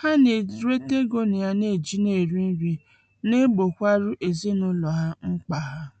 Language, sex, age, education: Igbo, female, 30-45, tertiary